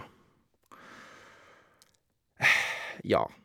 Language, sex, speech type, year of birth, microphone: Norwegian, male, spontaneous, 1983, Shure